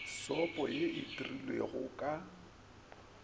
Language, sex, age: Northern Sotho, male, 24